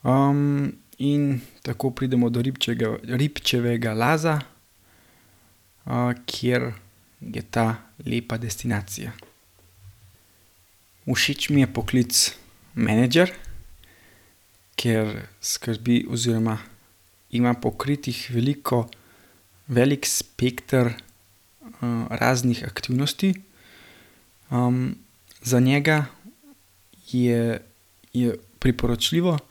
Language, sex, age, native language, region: Slovenian, male, 18-29, Slovenian, Gorenjska region